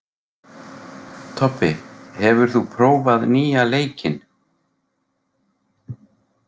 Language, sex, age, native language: Icelandic, male, 40-49, Icelandic